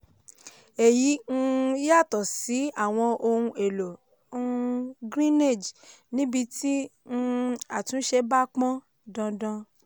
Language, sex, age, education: Yoruba, female, 30-45, tertiary